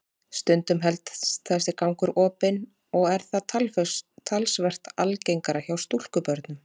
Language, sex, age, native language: Icelandic, female, 30-39, Icelandic